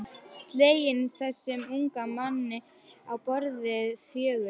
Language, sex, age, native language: Icelandic, female, 11, Icelandic